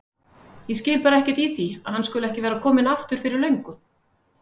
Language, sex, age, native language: Icelandic, female, 50-59, Icelandic